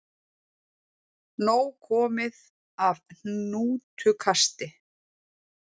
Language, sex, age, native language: Icelandic, female, 40-49, Icelandic